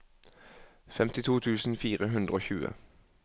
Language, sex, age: Norwegian, male, 21